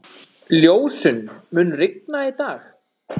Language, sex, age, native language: Icelandic, male, 30-39, Icelandic